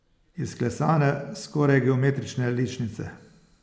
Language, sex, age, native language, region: Slovenian, male, 60+, Slovenian, Posavska region